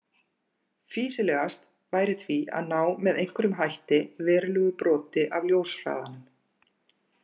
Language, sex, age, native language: Icelandic, female, 40-49, Icelandic